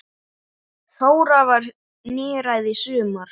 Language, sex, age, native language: Icelandic, male, 8, Icelandic